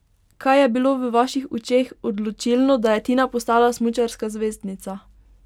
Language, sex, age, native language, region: Slovenian, female, 18-29, Slovenian, Pomurje region